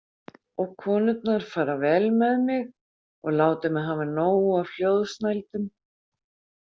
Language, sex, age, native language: Icelandic, female, 50-59, Icelandic